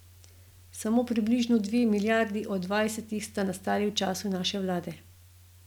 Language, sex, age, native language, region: Slovenian, female, 50-59, Slovenian, Gorenjska region